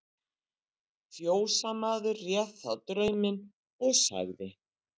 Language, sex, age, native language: Icelandic, female, 60-69, Icelandic